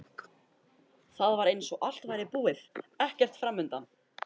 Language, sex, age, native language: Icelandic, male, 13, Icelandic